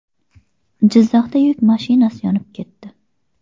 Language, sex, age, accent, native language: Uzbek, female, 25-34, Xorazm, Uzbek